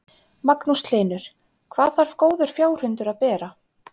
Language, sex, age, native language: Icelandic, female, 30-39, Icelandic